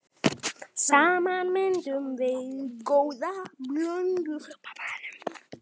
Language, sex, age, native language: Icelandic, male, 10, Icelandic